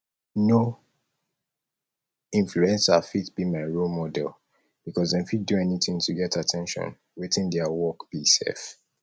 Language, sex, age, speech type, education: Nigerian Pidgin, male, 30-45, spontaneous, tertiary